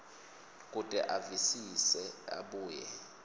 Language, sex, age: Swati, male, 22